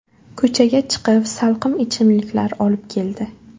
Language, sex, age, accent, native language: Uzbek, female, 18-24, Buxoro, Uzbek